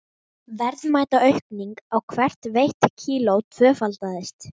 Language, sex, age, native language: Icelandic, female, 18-19, Icelandic